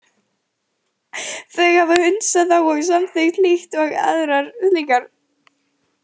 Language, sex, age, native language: Icelandic, other, 20-29, Icelandic